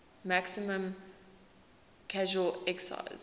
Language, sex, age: English, female, 19